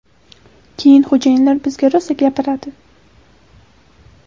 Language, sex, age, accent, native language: Uzbek, female, 18-24, Samarqand, Uzbek